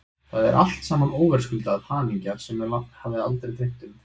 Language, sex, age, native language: Icelandic, male, 20-29, Icelandic